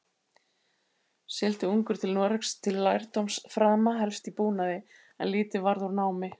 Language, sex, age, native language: Icelandic, female, 80-89, Icelandic